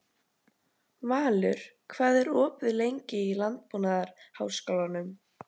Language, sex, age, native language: Icelandic, female, 12, Icelandic